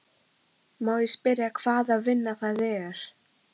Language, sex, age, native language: Icelandic, female, 13, Icelandic